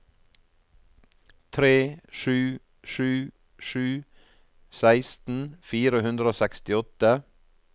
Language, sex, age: Norwegian, male, 48